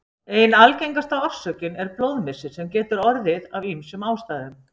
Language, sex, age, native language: Icelandic, female, 60-69, Icelandic